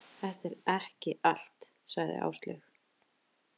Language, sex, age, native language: Icelandic, female, 30-39, Icelandic